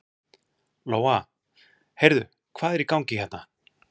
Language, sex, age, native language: Icelandic, male, 40-49, Icelandic